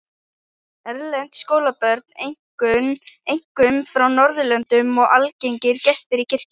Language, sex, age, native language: Icelandic, female, 11, Icelandic